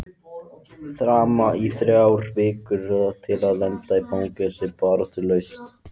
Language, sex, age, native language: Icelandic, male, 14, Icelandic